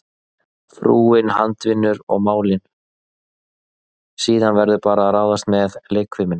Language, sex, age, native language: Icelandic, male, 30-39, Icelandic